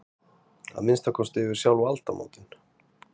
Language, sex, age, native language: Icelandic, male, 30-39, Icelandic